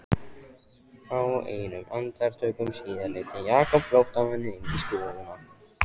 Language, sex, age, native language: Icelandic, male, 14, Icelandic